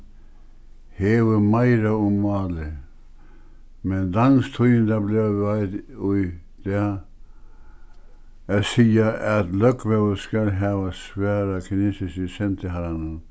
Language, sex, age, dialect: Faroese, male, 61+, Suðuroy